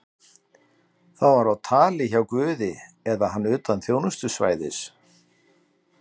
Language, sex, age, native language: Icelandic, male, 60-69, Icelandic